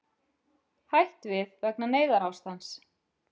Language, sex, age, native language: Icelandic, female, 40-49, Icelandic